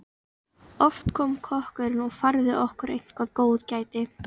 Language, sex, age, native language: Icelandic, female, 13, Icelandic